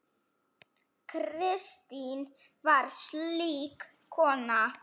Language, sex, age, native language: Icelandic, female, 7, Icelandic